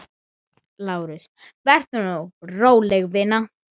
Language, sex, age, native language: Icelandic, female, 10, Icelandic